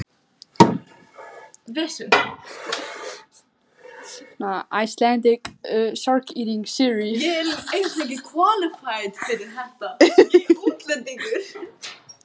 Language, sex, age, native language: Icelandic, female, 15, Icelandic